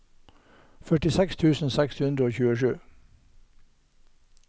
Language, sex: Norwegian, male